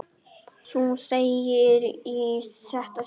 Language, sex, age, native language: Icelandic, male, 9, Icelandic